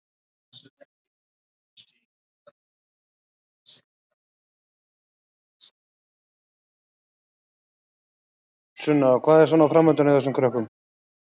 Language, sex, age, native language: Icelandic, male, 40-49, Icelandic